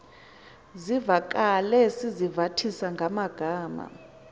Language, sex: Xhosa, female